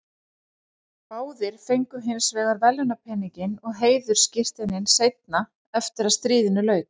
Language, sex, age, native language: Icelandic, female, 40-49, Icelandic